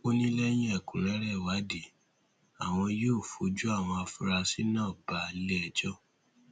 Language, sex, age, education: Yoruba, male, 15-29, secondary